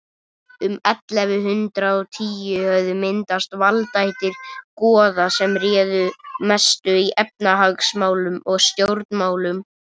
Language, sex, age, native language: Icelandic, male, 30-39, Icelandic